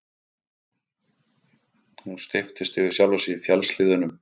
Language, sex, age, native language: Icelandic, male, 50-59, Icelandic